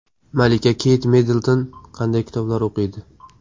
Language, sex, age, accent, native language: Uzbek, male, 18-24, Qashqadaryo, Uzbek